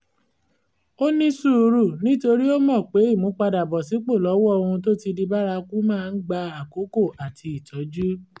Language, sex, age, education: Yoruba, female, 30-45, tertiary